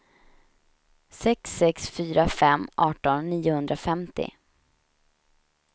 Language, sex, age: Swedish, female, 31